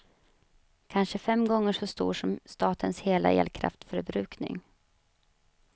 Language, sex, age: Swedish, female, 35